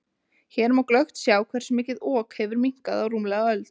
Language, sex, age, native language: Icelandic, female, 20-29, Icelandic